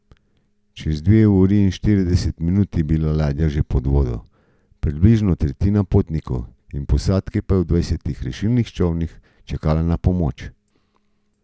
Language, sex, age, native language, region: Slovenian, male, 50-59, Slovenian, Gorenjska region